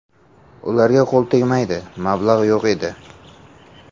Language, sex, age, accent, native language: Uzbek, male, 18-24, Samarqand, Uzbek